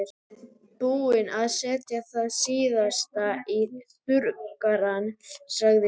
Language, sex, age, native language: Icelandic, male, 11, Icelandic